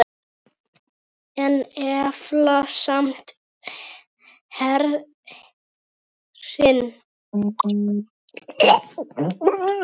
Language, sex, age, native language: Icelandic, female, 9, Icelandic